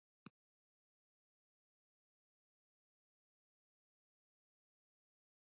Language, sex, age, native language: Icelandic, female, 50-59, Icelandic